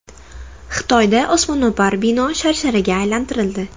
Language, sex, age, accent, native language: Uzbek, female, 19-29, Toshkent shahri, Uzbek